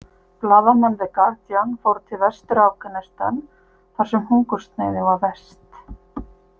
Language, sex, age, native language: Icelandic, female, 50-59, Icelandic